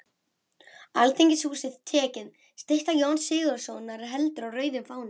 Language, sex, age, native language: Icelandic, female, 11, Icelandic